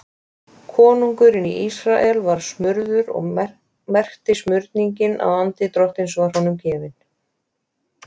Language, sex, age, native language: Icelandic, female, 20-29, Icelandic